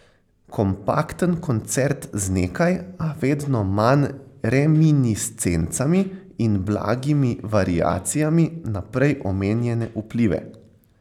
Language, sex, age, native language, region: Slovenian, male, 18-29, Slovenian, Central Slovenia